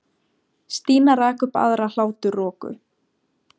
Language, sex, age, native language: Icelandic, female, 17, Icelandic